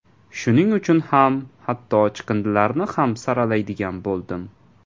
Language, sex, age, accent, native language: Uzbek, male, 18-24, Toshkent viloyati, Uzbek